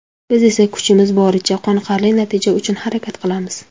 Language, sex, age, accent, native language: Uzbek, female, 19-29, Samarqand, Uzbek